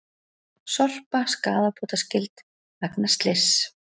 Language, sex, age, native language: Icelandic, female, 40-49, Icelandic